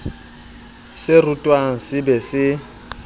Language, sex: Southern Sotho, male